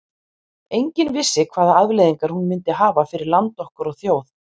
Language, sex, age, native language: Icelandic, female, 50-59, Icelandic